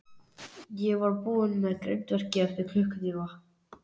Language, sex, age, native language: Icelandic, male, 11, Icelandic